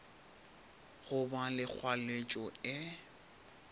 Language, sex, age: Northern Sotho, male, 23